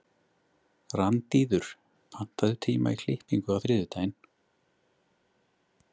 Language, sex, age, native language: Icelandic, male, 30-39, Icelandic